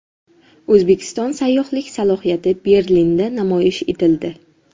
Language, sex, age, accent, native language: Uzbek, female, 12-17, Jizzax, Uzbek